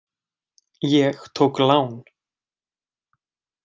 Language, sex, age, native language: Icelandic, male, 20-29, Icelandic